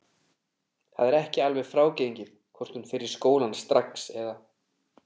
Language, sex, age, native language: Icelandic, male, 30-39, Icelandic